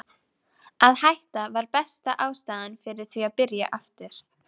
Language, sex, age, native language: Icelandic, female, 12, Icelandic